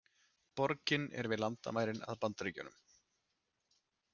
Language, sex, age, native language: Icelandic, male, 30-39, Icelandic